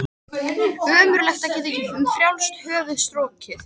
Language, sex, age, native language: Icelandic, female, 13, Icelandic